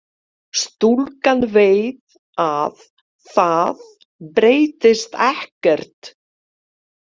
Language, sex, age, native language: Icelandic, female, 50-59, Polish